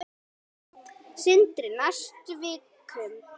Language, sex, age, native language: Icelandic, female, 9, Icelandic